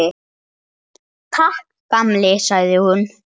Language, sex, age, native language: Icelandic, male, 8, Icelandic